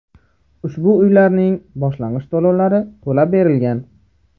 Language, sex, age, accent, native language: Uzbek, male, 18-24, Farg'ona, Uzbek